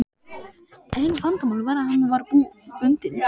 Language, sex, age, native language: Icelandic, male, 12, Icelandic